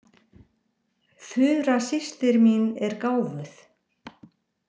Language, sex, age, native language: Icelandic, female, 60-69, Icelandic